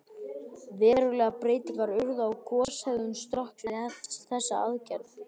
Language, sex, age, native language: Icelandic, male, 12, Icelandic